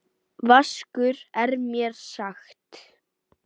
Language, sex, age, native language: Icelandic, male, 9, Icelandic